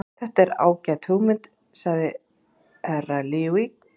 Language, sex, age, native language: Icelandic, female, 40-49, Icelandic